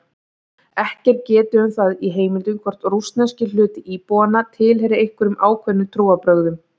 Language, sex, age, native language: Icelandic, female, 30-39, Icelandic